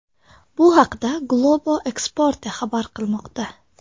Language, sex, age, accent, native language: Uzbek, female, under 19, Samarqand, Tajik